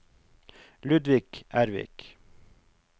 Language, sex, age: Norwegian, male, 42